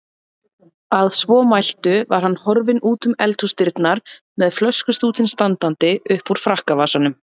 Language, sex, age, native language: Icelandic, female, 30-39, Icelandic